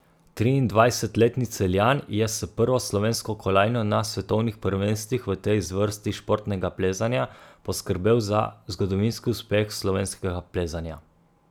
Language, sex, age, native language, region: Slovenian, male, 30-49, Slovenian, Gorica region